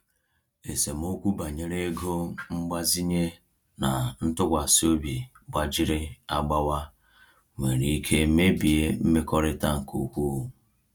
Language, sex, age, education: Igbo, male, 30-45, tertiary